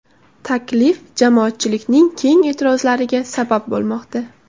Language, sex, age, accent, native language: Uzbek, female, 18-24, Samarqand, Uzbek